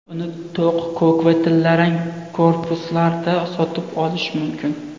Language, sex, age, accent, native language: Uzbek, male, 18-24, Andijon, Uzbek